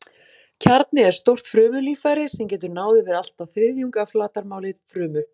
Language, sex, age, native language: Icelandic, female, 40-49, Icelandic